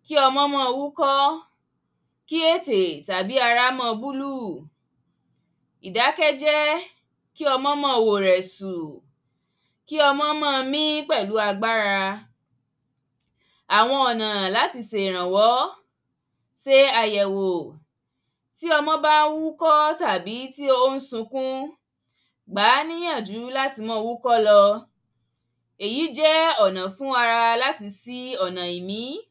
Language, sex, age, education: Yoruba, female, 15-29, primary